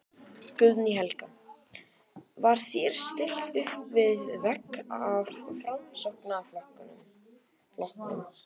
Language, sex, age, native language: Icelandic, male, 12, Icelandic